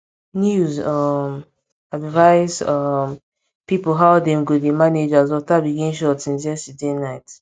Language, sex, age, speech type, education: Nigerian Pidgin, female, 15-29, spontaneous, secondary